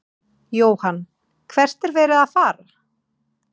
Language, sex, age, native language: Icelandic, female, 40-49, Icelandic